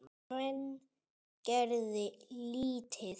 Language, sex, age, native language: Icelandic, male, 30-39, Icelandic